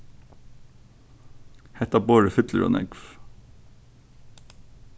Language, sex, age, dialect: Faroese, male, 15-35, Suðurstreymoy